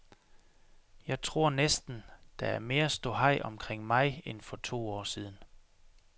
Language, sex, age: Danish, male, 33